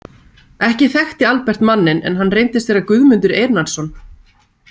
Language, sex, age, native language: Icelandic, female, 30-39, Icelandic